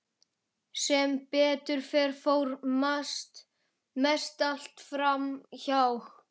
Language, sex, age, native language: Icelandic, male, 11, Icelandic